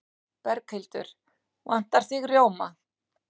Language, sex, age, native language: Icelandic, female, 60-69, Icelandic